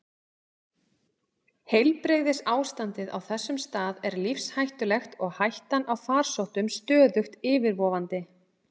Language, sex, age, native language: Icelandic, female, 30-39, Icelandic